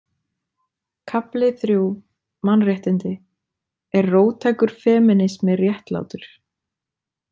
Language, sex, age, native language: Icelandic, female, 20-29, Icelandic